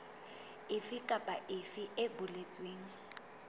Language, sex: Southern Sotho, female